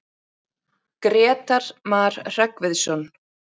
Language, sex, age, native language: Icelandic, female, 30-39, Icelandic